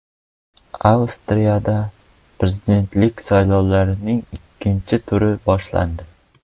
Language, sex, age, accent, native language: Uzbek, male, 12-17, Qoraqalpog'iston, Uzbek